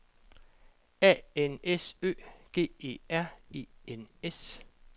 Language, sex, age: Danish, male, 47